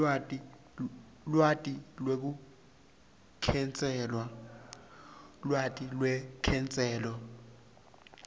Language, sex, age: Swati, male, 23